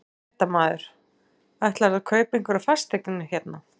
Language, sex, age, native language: Icelandic, female, 40-49, Icelandic